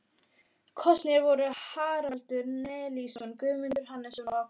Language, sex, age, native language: Icelandic, female, 12, Icelandic